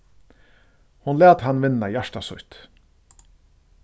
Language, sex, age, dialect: Faroese, male, 36-60, Suðurstreymoy